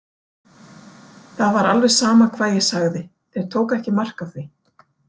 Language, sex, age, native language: Icelandic, female, 40-49, Icelandic